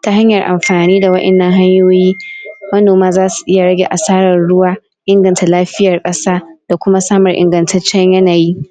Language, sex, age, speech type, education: Hausa, female, 46-60, spontaneous, tertiary